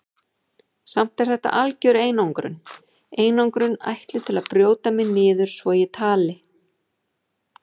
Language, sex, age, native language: Icelandic, female, 40-49, Icelandic